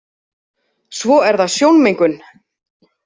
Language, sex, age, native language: Icelandic, female, 30-39, Icelandic